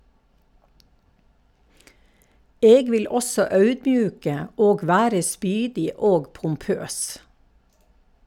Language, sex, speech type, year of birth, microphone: Norwegian, female, read, 1952, Shure